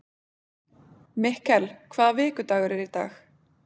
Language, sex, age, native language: Icelandic, female, 20-29, Icelandic